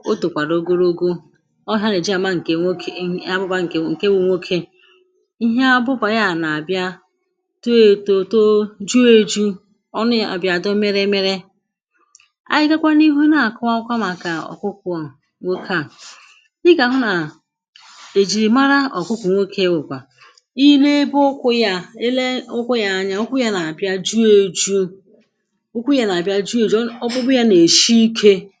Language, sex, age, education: Igbo, female, 46-60, secondary